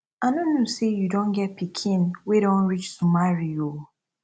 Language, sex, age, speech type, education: Nigerian Pidgin, female, 15-29, spontaneous, tertiary